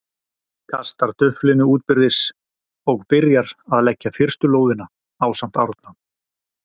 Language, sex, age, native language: Icelandic, male, 40-49, Icelandic